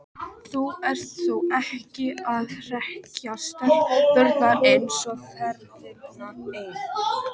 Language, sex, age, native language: Icelandic, male, 13, Icelandic